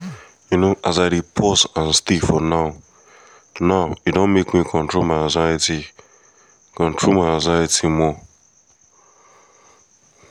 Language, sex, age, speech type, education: Nigerian Pidgin, male, 15-29, spontaneous, tertiary